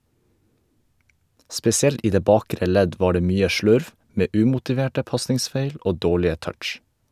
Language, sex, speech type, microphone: Norwegian, male, read, Shure